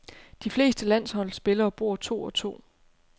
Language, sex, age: Danish, female, 30